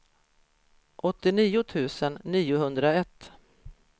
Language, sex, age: Swedish, female, 53